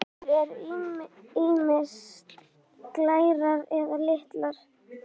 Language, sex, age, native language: Icelandic, female, 11, Icelandic